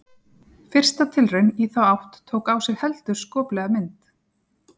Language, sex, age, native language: Icelandic, female, 40-49, Icelandic